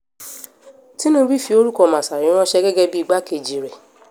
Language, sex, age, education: Yoruba, female, 15-29, tertiary